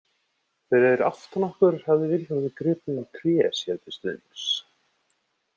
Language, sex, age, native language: Icelandic, male, 30-39, Icelandic